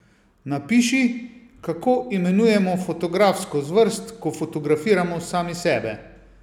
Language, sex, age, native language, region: Slovenian, male, 50-59, Slovenian, Savinja region